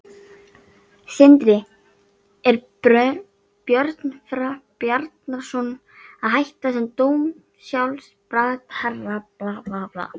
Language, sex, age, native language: Icelandic, female, 13, Icelandic